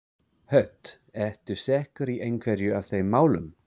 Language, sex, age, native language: Icelandic, male, 30-39, English